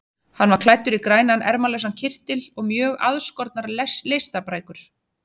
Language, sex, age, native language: Icelandic, female, 30-39, Icelandic